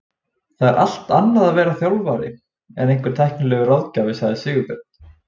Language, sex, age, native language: Icelandic, male, 20-29, Icelandic